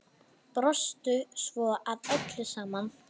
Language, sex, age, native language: Icelandic, female, 9, Icelandic